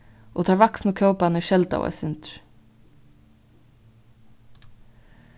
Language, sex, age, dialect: Faroese, female, 36-60, Vágar